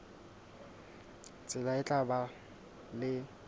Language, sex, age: Southern Sotho, male, 20